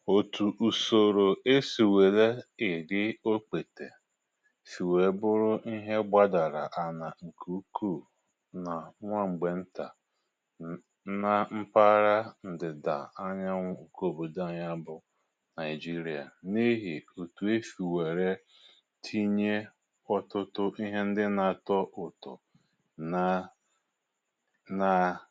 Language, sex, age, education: Igbo, male, 30-45, tertiary